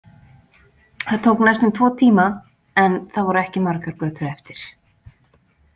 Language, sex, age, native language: Icelandic, female, 40-49, Icelandic